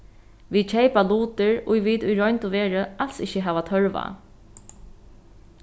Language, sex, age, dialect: Faroese, female, 36-60, Norðuroyggjar